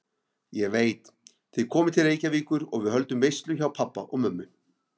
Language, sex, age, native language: Icelandic, male, 50-59, Icelandic